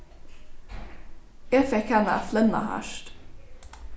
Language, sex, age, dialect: Faroese, female, 15-35, Norðurstreymoy/Eysturoy